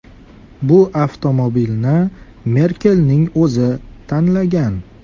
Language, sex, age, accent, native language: Uzbek, male, 18-24, Farg'ona, Uzbek